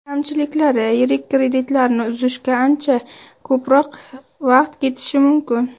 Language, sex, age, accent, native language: Uzbek, female, under 19, Namangan, Uzbek